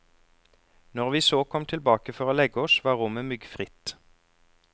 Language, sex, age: Norwegian, male, 34